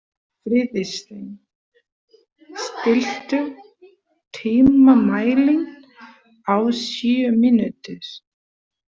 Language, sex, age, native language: Icelandic, female, 30-39, Portuguese